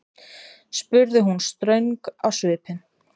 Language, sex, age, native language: Icelandic, female, 20-29, Icelandic